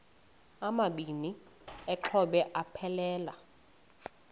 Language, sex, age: Xhosa, female, 20